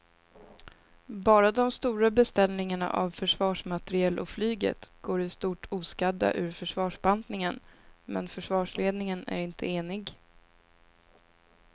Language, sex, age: Swedish, female, 26